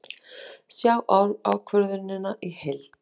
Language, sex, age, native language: Icelandic, female, 30-39, Icelandic